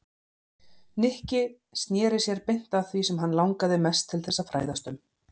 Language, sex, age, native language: Icelandic, female, 40-49, Icelandic